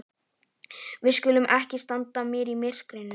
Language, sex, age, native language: Icelandic, male, 11, Icelandic